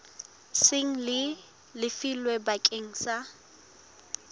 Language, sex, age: Southern Sotho, female, 19